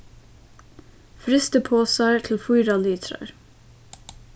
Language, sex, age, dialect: Faroese, female, 15-35, Suðurstreymoy